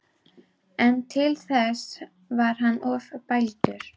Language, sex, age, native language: Icelandic, female, 12, Icelandic